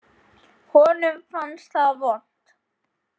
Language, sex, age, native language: Icelandic, male, 10, Icelandic